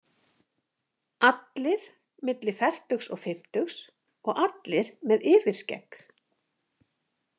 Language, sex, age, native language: Icelandic, female, 50-59, Icelandic